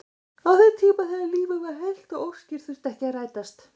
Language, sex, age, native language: Icelandic, female, 40-49, Icelandic